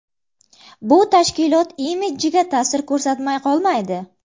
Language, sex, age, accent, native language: Uzbek, female, 18-24, Namangan, Uzbek